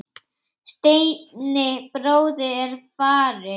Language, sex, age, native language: Icelandic, female, 8, Icelandic